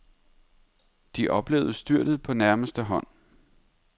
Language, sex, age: Danish, male, 31